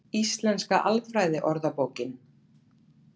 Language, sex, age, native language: Icelandic, female, 40-49, Icelandic